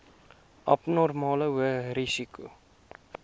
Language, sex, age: Afrikaans, male, 18